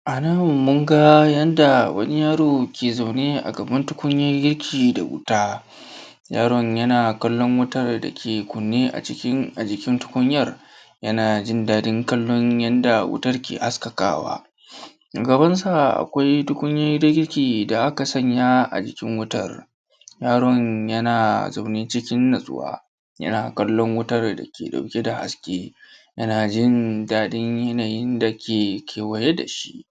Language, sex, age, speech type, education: Hausa, female, 15-29, spontaneous, secondary